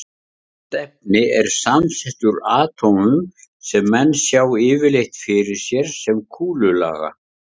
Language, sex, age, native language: Icelandic, male, 50-59, Icelandic